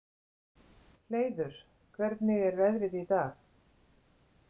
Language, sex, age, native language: Icelandic, female, 60-69, Icelandic